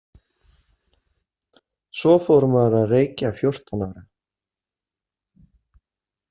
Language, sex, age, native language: Icelandic, female, 30-39, Icelandic